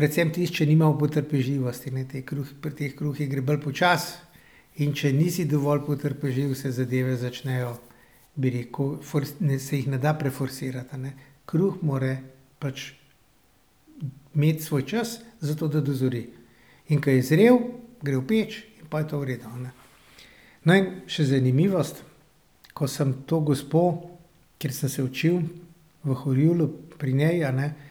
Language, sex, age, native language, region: Slovenian, male, 60+, Slovenian, Central Slovenia